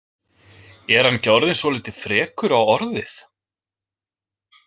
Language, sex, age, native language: Icelandic, male, 20-29, Icelandic